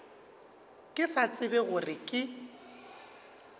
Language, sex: Northern Sotho, male